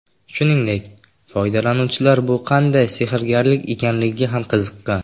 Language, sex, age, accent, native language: Uzbek, male, under 19, Qashqadaryo, Uzbek